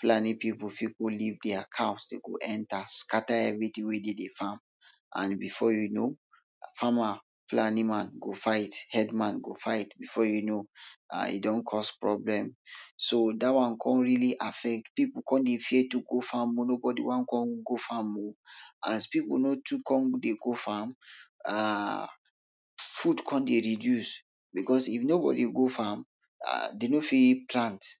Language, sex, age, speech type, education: Nigerian Pidgin, male, 30-45, spontaneous, tertiary